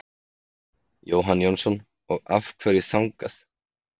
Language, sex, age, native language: Icelandic, male, 30-39, Icelandic